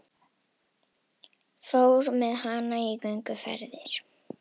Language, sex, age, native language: Icelandic, female, 18-19, Icelandic